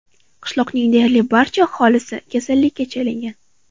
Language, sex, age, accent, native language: Uzbek, female, 18-24, Farg'ona, Uzbek